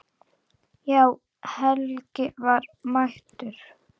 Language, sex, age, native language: Icelandic, female, 9, Icelandic